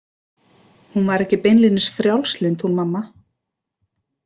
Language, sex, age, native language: Icelandic, female, 30-39, Icelandic